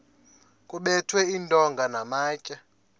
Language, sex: Xhosa, male